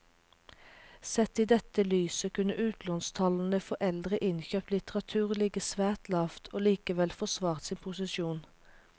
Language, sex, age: Norwegian, female, 36